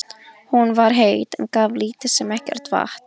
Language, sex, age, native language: Icelandic, female, 11, Icelandic